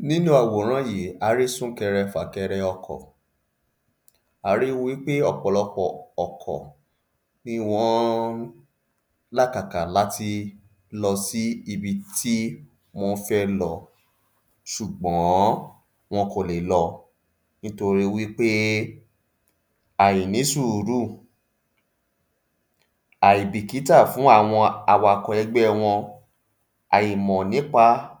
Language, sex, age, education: Yoruba, male, 30-45, tertiary